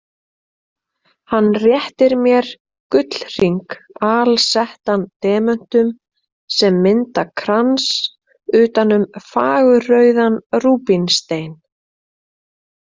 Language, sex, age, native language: Icelandic, female, 30-39, Icelandic